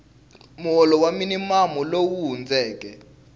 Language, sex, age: Tsonga, male, 19